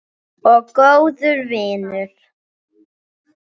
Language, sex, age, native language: Icelandic, female, 7, English